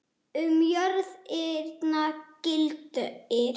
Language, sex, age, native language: Icelandic, male, 8, Icelandic